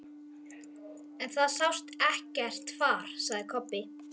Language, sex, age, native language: Icelandic, male, 12, Icelandic